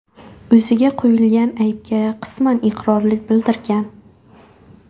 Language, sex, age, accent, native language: Uzbek, female, 18-24, Buxoro, Uzbek